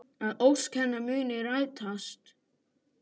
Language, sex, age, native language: Icelandic, male, 10, Icelandic